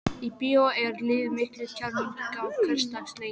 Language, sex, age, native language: Icelandic, female, 12, Icelandic